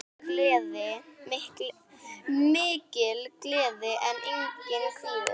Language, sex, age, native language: Icelandic, female, 10, Icelandic